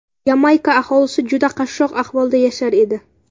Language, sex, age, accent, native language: Uzbek, female, under 19, Samarqand, Uzbek